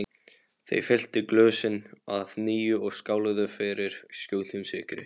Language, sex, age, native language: Icelandic, male, 18-19, Polish